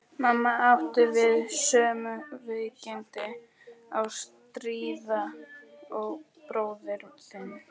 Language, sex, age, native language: Icelandic, female, 11, Icelandic